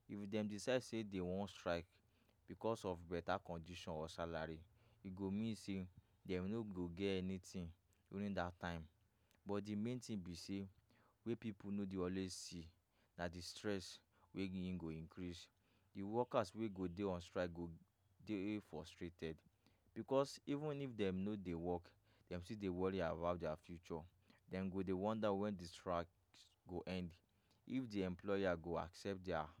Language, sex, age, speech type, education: Nigerian Pidgin, male, 15-29, spontaneous, tertiary